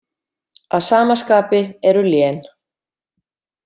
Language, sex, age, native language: Icelandic, female, 50-59, Icelandic